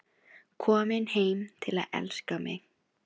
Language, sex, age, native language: Icelandic, female, 16, Filipino